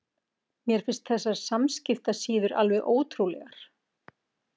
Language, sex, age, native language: Icelandic, female, 40-49, Icelandic